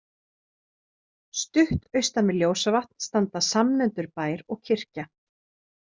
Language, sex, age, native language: Icelandic, female, 30-39, Icelandic